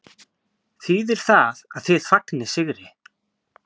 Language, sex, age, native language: Icelandic, male, 20-29, Icelandic